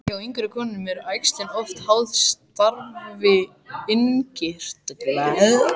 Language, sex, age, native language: Icelandic, male, 14, Icelandic